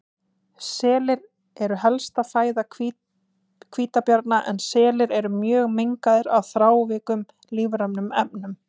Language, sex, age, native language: Icelandic, female, 20-29, Icelandic